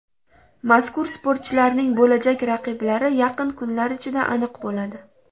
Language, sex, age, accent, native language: Uzbek, female, 18-24, Namangan, Uzbek